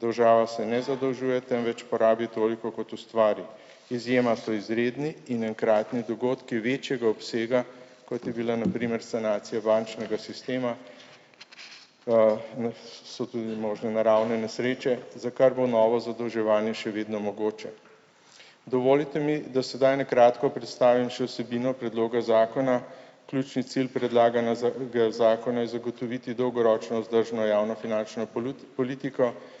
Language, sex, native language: Slovenian, male, Slovenian